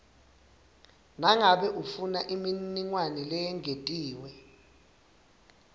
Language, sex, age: Swati, male, 19